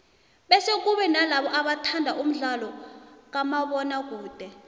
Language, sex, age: South Ndebele, female, 26